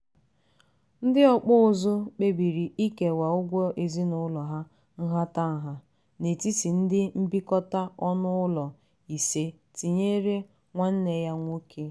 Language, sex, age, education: Igbo, female, 15-29, tertiary